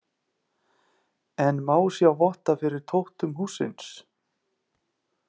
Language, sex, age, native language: Icelandic, male, 30-39, Icelandic